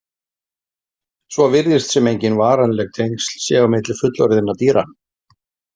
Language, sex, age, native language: Icelandic, male, 40-49, Icelandic